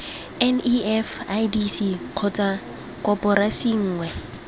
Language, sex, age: Tswana, female, 21